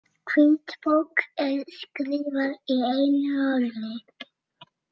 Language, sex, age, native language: Icelandic, male, 20-29, Icelandic